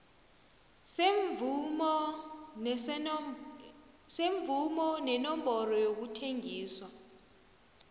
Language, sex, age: South Ndebele, female, 29